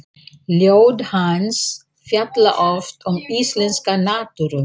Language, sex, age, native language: Icelandic, female, 40-49, Icelandic